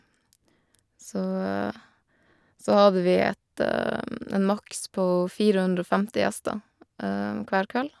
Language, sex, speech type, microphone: Norwegian, female, spontaneous, Shure